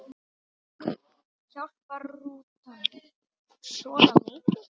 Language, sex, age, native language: Icelandic, male, 8, Icelandic